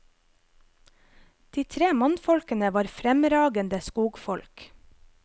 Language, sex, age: Norwegian, female, 25